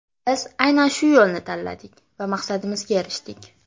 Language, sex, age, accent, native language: Uzbek, female, under 19, Farg'ona, Uzbek